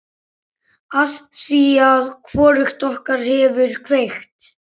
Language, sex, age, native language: Icelandic, male, 10, Icelandic